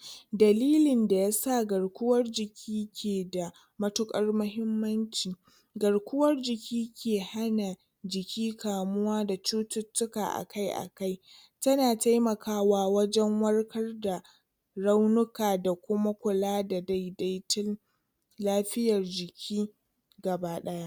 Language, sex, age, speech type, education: Hausa, female, 30-45, spontaneous, tertiary